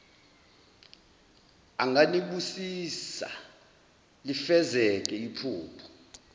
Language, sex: Zulu, male